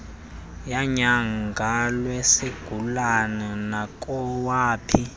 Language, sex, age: Xhosa, male, 20